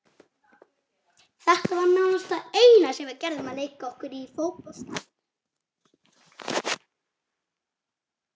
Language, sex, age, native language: Icelandic, female, 40-49, Icelandic